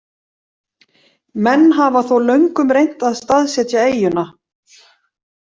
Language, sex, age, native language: Icelandic, female, 40-49, Icelandic